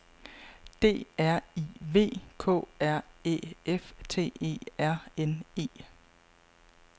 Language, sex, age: Danish, female, 35